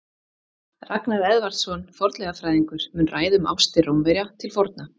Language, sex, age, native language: Icelandic, female, 30-39, Icelandic